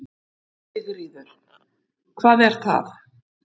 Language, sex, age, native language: Icelandic, female, 50-59, Icelandic